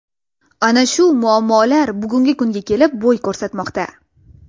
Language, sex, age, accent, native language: Uzbek, female, 19-29, Toshkent viloyati, Russian